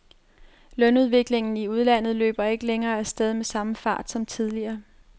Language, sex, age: Danish, female, 30